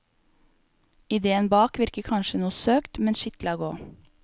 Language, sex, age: Norwegian, female, 28